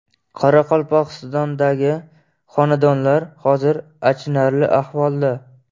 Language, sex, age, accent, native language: Uzbek, male, 18-24, Qashqadaryo, Uzbek